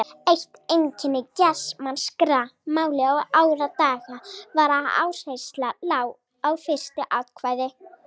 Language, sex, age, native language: Icelandic, female, 40-49, Icelandic